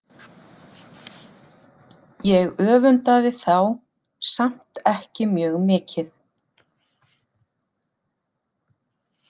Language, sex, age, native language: Icelandic, female, 40-49, Icelandic